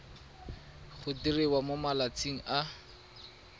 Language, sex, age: Tswana, male, 22